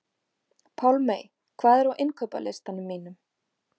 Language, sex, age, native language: Icelandic, female, 50-59, Icelandic